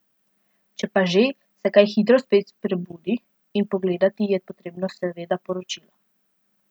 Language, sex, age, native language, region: Slovenian, female, 12-17, Slovenian, Central Slovenia